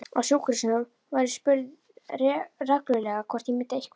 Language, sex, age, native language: Icelandic, female, 11, Icelandic